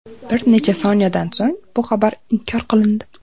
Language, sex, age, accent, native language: Uzbek, female, under 19, Andijon, Uzbek